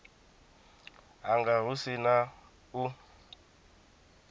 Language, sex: Venda, male